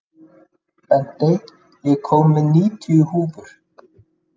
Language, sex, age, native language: Icelandic, male, 30-39, Icelandic